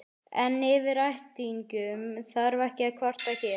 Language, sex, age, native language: Icelandic, male, 11, Icelandic